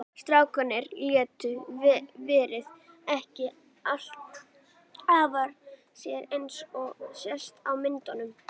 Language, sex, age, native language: Icelandic, female, 40-49, Icelandic